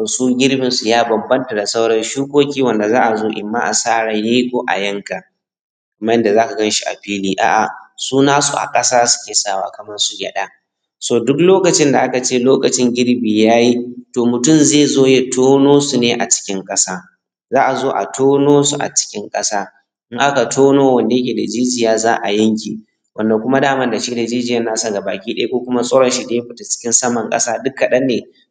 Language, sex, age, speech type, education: Hausa, male, 15-29, spontaneous, tertiary